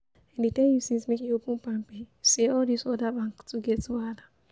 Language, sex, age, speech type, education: Nigerian Pidgin, female, 15-29, spontaneous, tertiary